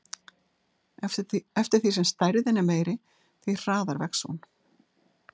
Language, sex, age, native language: Icelandic, female, 60-69, Icelandic